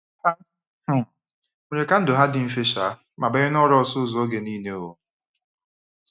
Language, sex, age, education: Igbo, male, 15-29, tertiary